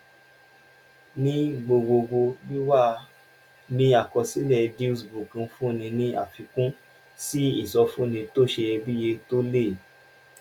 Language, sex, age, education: Yoruba, male, 30-45, tertiary